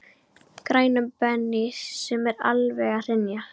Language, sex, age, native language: Icelandic, female, 12, Icelandic